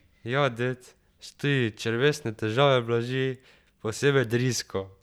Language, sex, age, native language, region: Slovenian, male, 12-17, Slovenian, Drava region